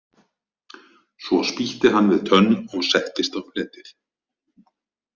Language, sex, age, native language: Icelandic, male, 30-39, Icelandic